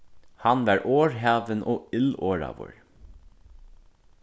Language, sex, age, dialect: Faroese, male, 15-35, Suðurstreymoy